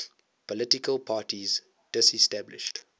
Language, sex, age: English, male, 19